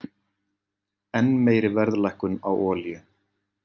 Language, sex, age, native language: Icelandic, male, 40-49, Icelandic